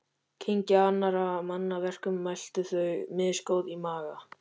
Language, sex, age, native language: Icelandic, male, 13, Icelandic